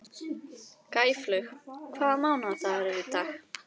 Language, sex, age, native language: Icelandic, female, 13, Icelandic